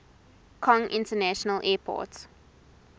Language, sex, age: English, female, 19